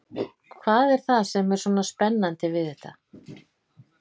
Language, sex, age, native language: Icelandic, female, 50-59, Icelandic